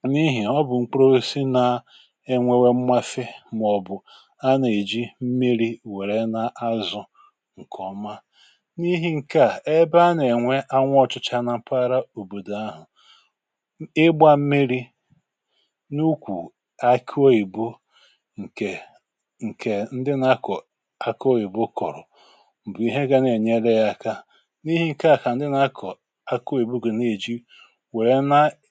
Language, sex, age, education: Igbo, male, 60+, tertiary